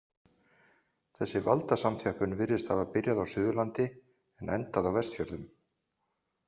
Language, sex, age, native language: Icelandic, male, 40-49, Icelandic